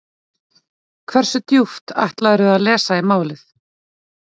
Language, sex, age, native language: Icelandic, female, 40-49, Icelandic